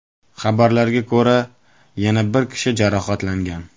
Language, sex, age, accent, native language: Uzbek, male, 18-24, Toshkent viloyati, Uzbek